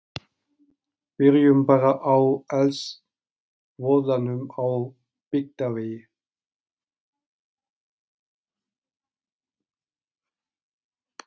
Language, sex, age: Icelandic, male, 40-49